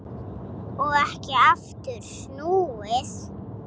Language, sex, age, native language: Icelandic, female, 7, Icelandic